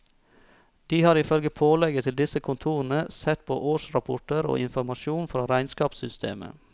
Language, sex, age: Norwegian, male, 34